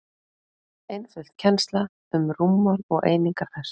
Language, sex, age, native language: Icelandic, female, 40-49, Icelandic